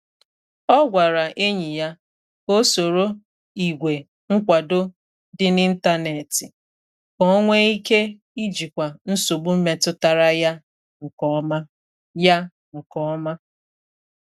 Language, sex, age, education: Igbo, female, 30-45, tertiary